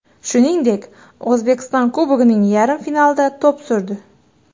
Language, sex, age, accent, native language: Uzbek, female, 18-24, Toshkent shahri, Uzbek